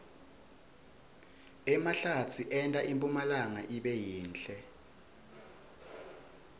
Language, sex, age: Swati, male, 21